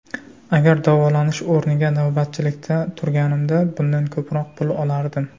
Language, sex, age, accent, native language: Uzbek, male, 19-29, Surxondaryo, Uzbek